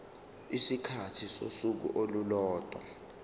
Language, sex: Zulu, male